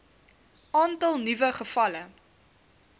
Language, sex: Afrikaans, female